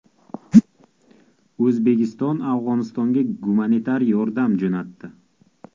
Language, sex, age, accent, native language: Uzbek, male, 18-24, Toshkent viloyati, Uzbek